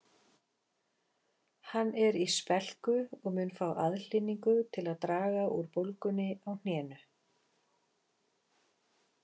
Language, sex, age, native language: Icelandic, female, 40-49, Icelandic